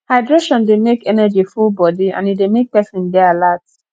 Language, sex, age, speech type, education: Nigerian Pidgin, female, 15-29, spontaneous, tertiary